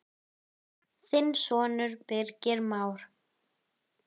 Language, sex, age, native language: Icelandic, female, 10, Icelandic